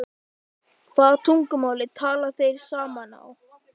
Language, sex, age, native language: Icelandic, male, 11, Icelandic